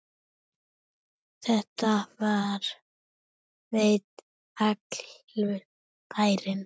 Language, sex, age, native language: Icelandic, female, 7, Icelandic